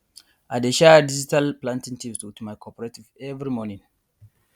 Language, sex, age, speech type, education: Nigerian Pidgin, male, 15-29, spontaneous, tertiary